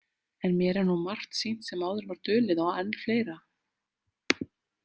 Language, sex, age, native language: Icelandic, female, 30-39, Icelandic